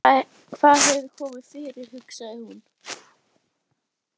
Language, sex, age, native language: Icelandic, female, 11, Icelandic